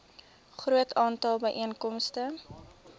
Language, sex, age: Afrikaans, female, 23